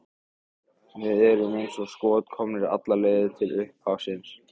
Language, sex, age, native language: Icelandic, male, 15, Icelandic